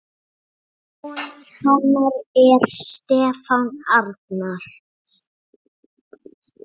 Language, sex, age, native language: Icelandic, male, 7, Icelandic